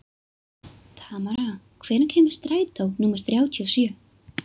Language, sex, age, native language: Icelandic, female, 12, Icelandic